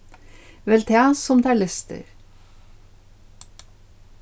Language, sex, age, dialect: Faroese, female, 61+, Suðurstreymoy